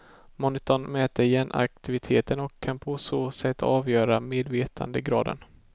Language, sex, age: Swedish, male, 18